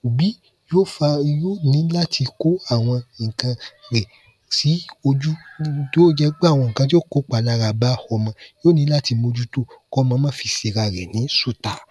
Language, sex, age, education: Yoruba, male, 15-29, tertiary